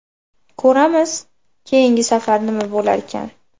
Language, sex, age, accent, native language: Uzbek, female, 18-24, Farg'ona, Uzbek